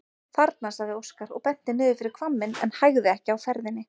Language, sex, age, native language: Icelandic, female, 30-39, Icelandic